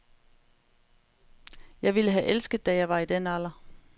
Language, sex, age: Danish, female, 35